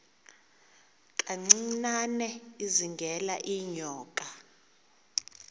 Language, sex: Xhosa, female